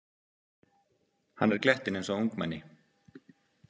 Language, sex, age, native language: Icelandic, male, 50-59, Icelandic